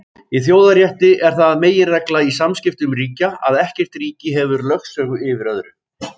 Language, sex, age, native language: Icelandic, male, 18-19, Icelandic